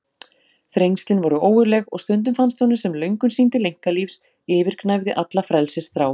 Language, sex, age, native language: Icelandic, female, 40-49, Icelandic